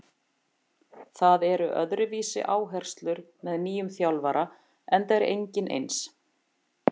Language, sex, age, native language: Icelandic, female, 50-59, Icelandic